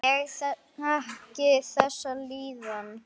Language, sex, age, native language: Icelandic, male, 9, Icelandic